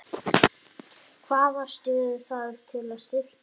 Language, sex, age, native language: Icelandic, male, 9, Icelandic